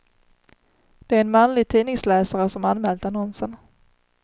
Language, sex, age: Swedish, female, 30